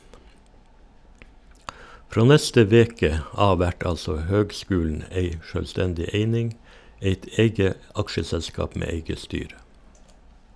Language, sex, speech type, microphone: Norwegian, male, read, Shure